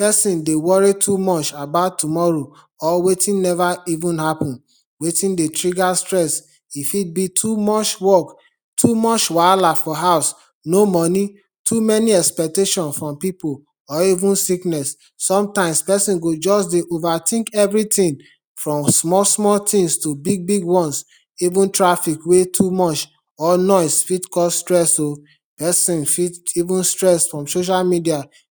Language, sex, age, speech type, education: Nigerian Pidgin, male, 30-45, spontaneous, tertiary